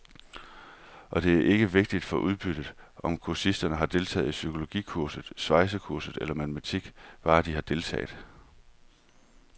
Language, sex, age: Danish, male, 31